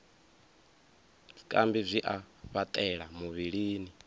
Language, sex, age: Venda, male, 24